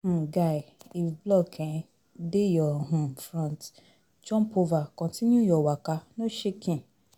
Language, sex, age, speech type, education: Nigerian Pidgin, female, 30-45, spontaneous, tertiary